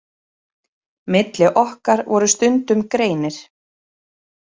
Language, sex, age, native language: Icelandic, female, 30-39, Icelandic